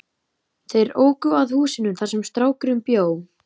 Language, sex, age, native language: Icelandic, male, 11, Icelandic